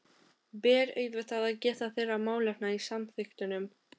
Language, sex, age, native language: Icelandic, female, 13, Albanian